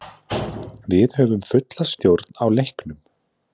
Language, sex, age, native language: Icelandic, male, 20-29, Icelandic